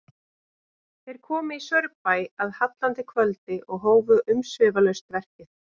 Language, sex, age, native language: Icelandic, female, 30-39, Icelandic